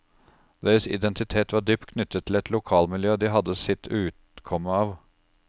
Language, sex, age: Norwegian, male, 36